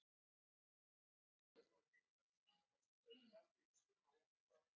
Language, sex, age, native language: Icelandic, female, 30-39, Icelandic